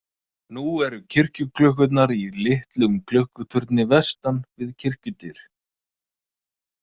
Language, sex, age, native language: Icelandic, male, 30-39, Icelandic